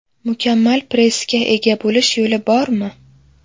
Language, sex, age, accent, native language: Uzbek, female, 18-24, Navoiy, Uzbek